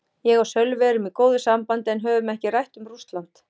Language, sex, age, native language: Icelandic, female, 40-49, Icelandic